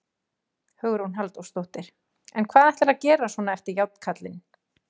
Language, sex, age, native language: Icelandic, female, 40-49, Icelandic